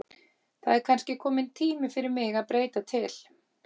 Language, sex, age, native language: Icelandic, female, 30-39, Icelandic